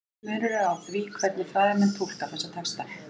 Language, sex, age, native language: Icelandic, female, 40-49, Icelandic